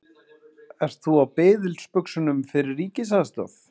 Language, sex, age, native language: Icelandic, male, 30-39, Icelandic